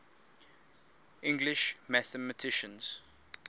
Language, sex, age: English, male, 22